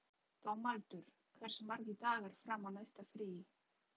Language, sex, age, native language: Icelandic, female, 30-39, Polish